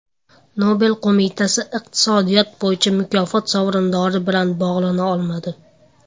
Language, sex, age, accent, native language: Uzbek, male, under 19, Andijon, Uzbek